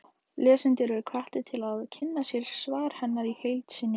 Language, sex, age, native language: Icelandic, female, 18-19, Icelandic